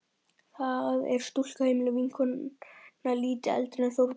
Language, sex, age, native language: Icelandic, male, 12, Icelandic